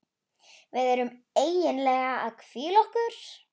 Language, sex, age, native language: Icelandic, female, 11, Icelandic